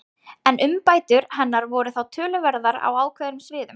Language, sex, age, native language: Icelandic, female, 20-29, Icelandic